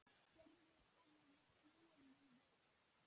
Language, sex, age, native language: Icelandic, male, 10, Icelandic